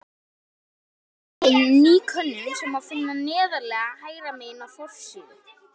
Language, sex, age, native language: Icelandic, male, 18-19, Icelandic